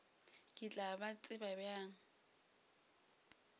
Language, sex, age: Northern Sotho, female, 22